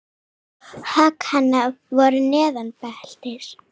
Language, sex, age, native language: Icelandic, female, 9, Icelandic